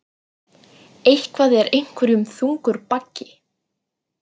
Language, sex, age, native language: Icelandic, female, 40-49, Icelandic